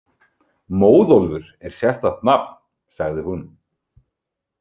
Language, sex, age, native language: Icelandic, male, 30-39, Icelandic